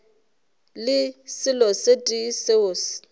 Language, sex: Northern Sotho, female